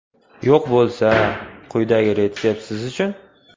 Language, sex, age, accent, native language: Uzbek, male, 18-24, Farg'ona, Uzbek